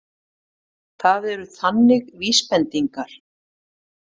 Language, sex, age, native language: Icelandic, female, 50-59, Icelandic